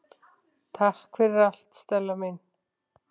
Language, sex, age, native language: Icelandic, male, 7, Icelandic